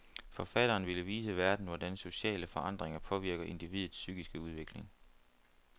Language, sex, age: Danish, male, 29